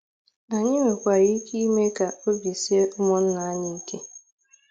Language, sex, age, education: Igbo, female, 15-29, tertiary